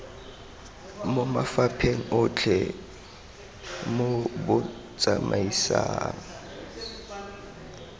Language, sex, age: Tswana, male, 23